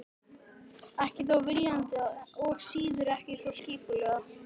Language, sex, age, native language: Icelandic, male, 12, Icelandic